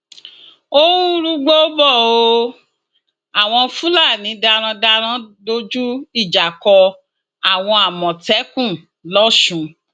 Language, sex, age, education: Yoruba, female, 46-60, tertiary